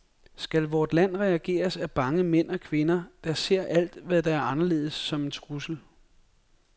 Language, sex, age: Danish, male, 42